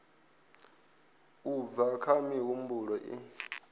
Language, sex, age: Venda, male, 22